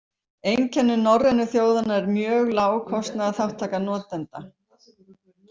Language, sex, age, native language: Icelandic, female, 50-59, Icelandic